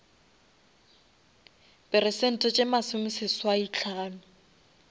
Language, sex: Northern Sotho, female